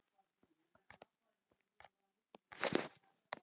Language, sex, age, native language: Icelandic, female, 10, Icelandic